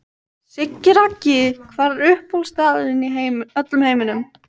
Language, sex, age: Icelandic, female, 12